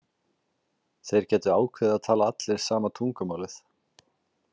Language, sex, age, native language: Icelandic, male, 40-49, Icelandic